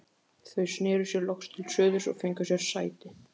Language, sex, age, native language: Icelandic, male, 15, Icelandic